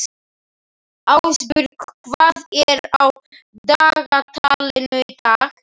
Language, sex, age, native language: Icelandic, male, 11, Slovak